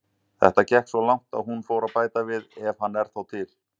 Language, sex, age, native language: Icelandic, male, 40-49, Icelandic